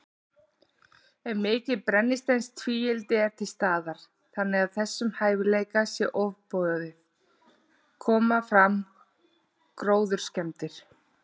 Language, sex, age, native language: Icelandic, female, 40-49, Icelandic